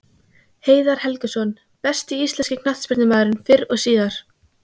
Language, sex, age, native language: Icelandic, female, 15, Icelandic